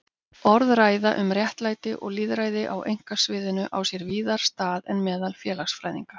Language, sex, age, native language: Icelandic, female, 50-59, Icelandic